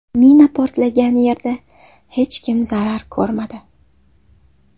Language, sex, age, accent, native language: Uzbek, female, 19-29, Sirdaryo, Uzbek